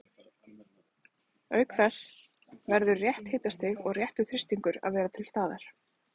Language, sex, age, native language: Icelandic, female, 30-39, Icelandic